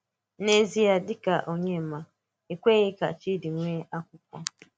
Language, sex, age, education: Igbo, female, 15-29, tertiary